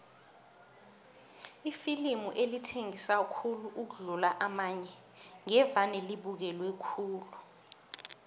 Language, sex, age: South Ndebele, female, 22